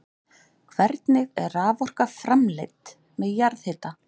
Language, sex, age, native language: Icelandic, female, 40-49, Icelandic